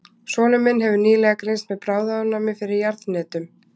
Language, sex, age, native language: Icelandic, female, 20-29, Icelandic